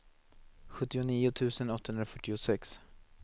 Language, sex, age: Swedish, male, 19